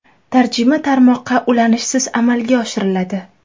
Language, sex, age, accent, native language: Uzbek, female, 18-24, Toshkent shahri, Uzbek